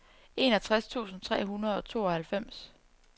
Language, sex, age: Danish, female, 34